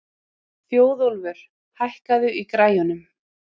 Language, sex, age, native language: Icelandic, female, 30-39, Icelandic